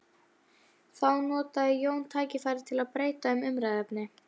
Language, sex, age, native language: Icelandic, female, 11, Icelandic